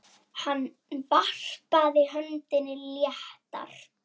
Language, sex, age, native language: Icelandic, female, 9, Icelandic